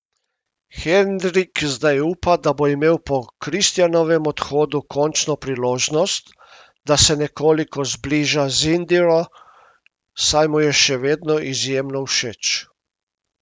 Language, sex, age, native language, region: Slovenian, male, 50-59, Slovenian, Primorsko-notranjska region